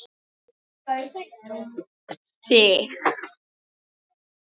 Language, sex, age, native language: Icelandic, female, 18-19, Icelandic